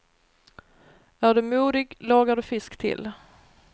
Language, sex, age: Swedish, female, 39